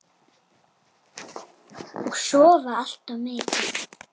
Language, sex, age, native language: Icelandic, female, 7, Icelandic